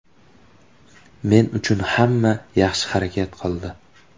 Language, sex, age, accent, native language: Uzbek, male, 18-24, Toshkent viloyati, Uzbek